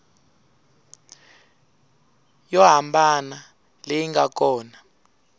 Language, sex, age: Tsonga, male, 20